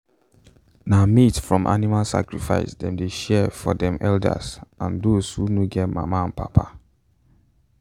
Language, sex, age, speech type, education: Nigerian Pidgin, male, 15-29, spontaneous, tertiary